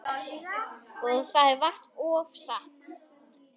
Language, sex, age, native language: Icelandic, male, 10, Icelandic